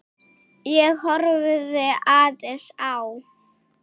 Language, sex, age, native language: Icelandic, female, 6, Icelandic